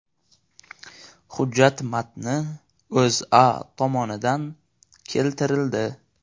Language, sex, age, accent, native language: Uzbek, male, 18-24, Namangan, Uzbek